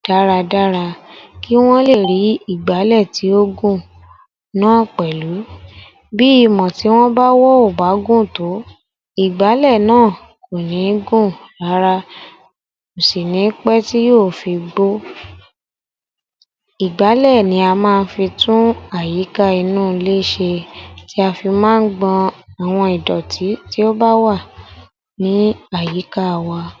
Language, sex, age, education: Yoruba, female, 30-45, tertiary